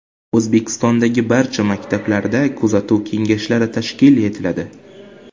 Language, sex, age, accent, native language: Uzbek, male, 18-24, Jizzax, Uzbek